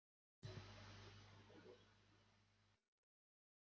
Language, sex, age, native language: Icelandic, female, 30-39, Polish